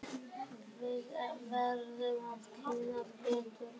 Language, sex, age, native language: Icelandic, male, 10, Icelandic